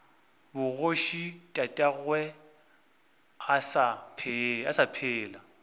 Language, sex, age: Northern Sotho, male, 24